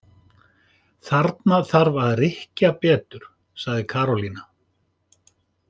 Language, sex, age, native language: Icelandic, male, 50-59, Icelandic